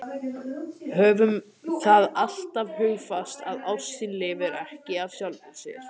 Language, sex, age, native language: Icelandic, male, 18-19, Icelandic